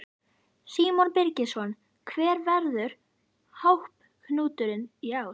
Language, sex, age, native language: Icelandic, female, 11, Icelandic